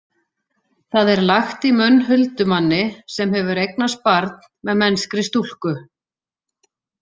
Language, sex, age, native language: Icelandic, female, 40-49, Icelandic